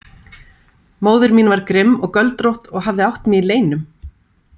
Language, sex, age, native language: Icelandic, female, 30-39, Icelandic